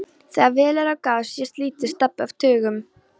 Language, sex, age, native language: Icelandic, female, 13, Polish